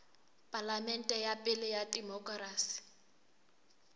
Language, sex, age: Southern Sotho, female, 23